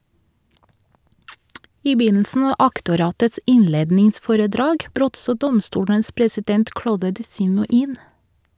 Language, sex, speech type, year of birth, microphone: Norwegian, female, read, 1982, Shure